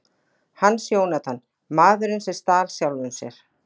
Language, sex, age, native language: Icelandic, female, 40-49, Icelandic